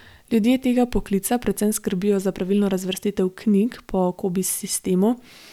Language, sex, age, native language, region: Slovenian, female, 18-29, Slovenian, Gorenjska region